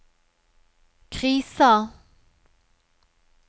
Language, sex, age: Norwegian, female, 43